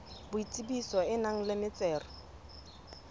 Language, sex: Southern Sotho, female